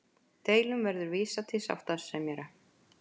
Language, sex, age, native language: Icelandic, female, 50-59, Icelandic